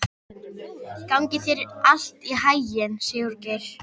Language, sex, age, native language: Icelandic, female, 13, Icelandic